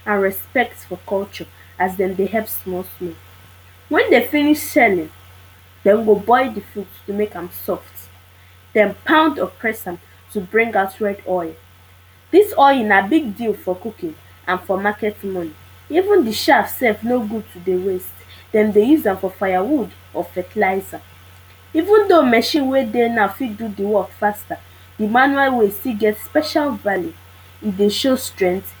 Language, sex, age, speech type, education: Nigerian Pidgin, female, 46-60, spontaneous, secondary